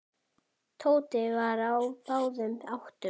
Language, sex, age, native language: Icelandic, female, 10, Icelandic